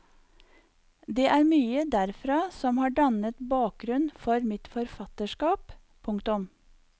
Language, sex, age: Norwegian, female, 54